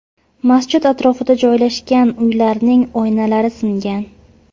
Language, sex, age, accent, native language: Uzbek, female, 25-34, Farg'ona, Uzbek